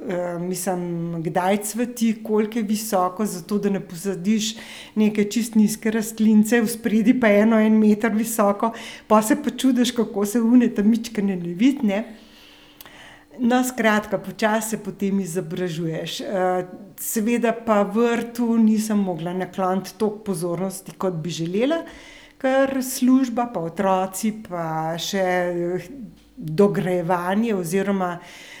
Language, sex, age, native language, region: Slovenian, female, 60+, Slovenian, Central Slovenia